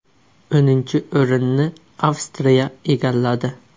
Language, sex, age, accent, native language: Uzbek, male, 25-34, Surxondaryo, Uzbek